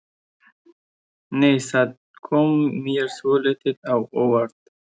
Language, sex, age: Icelandic, male, 20-29